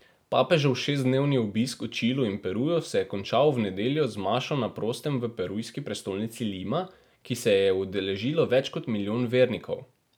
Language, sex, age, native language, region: Slovenian, male, 18-29, Slovenian, Drava region